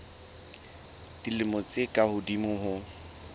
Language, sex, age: Southern Sotho, male, 21